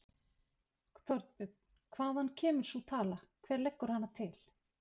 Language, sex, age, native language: Icelandic, female, 50-59, Icelandic